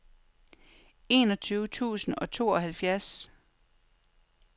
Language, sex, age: Danish, female, 43